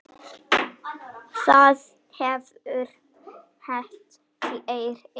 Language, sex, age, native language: Icelandic, female, 6, Icelandic